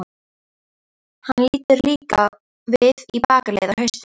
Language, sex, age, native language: Icelandic, female, 13, Icelandic